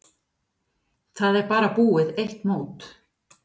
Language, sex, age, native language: Icelandic, female, 50-59, Icelandic